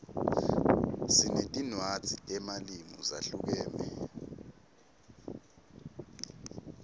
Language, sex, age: Swati, male, 19